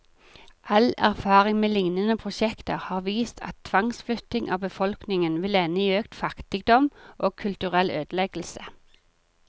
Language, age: Norwegian, 40